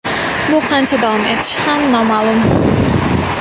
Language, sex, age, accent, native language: Uzbek, female, 18-24, Sirdaryo, Uzbek